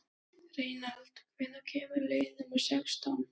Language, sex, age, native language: Icelandic, other, 13, Danish